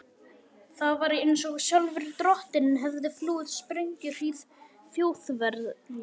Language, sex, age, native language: Icelandic, male, 11, Icelandic